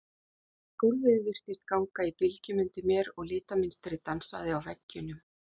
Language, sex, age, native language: Icelandic, female, 40-49, Icelandic